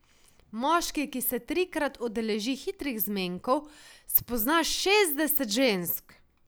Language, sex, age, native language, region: Slovenian, female, 18-29, Slovenian, Savinja region